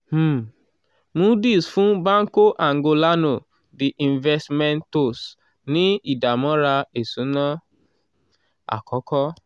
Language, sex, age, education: Yoruba, male, 15-29, tertiary